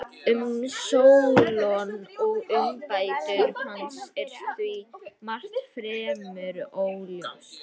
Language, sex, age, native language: Icelandic, female, 50-59, Icelandic